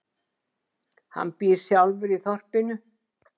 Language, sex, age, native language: Icelandic, female, 70-79, Icelandic